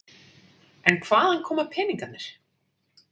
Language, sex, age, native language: Icelandic, female, 40-49, Icelandic